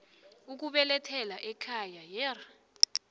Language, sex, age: South Ndebele, female, 20